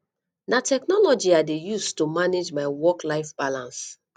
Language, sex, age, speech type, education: Nigerian Pidgin, female, 30-45, spontaneous, tertiary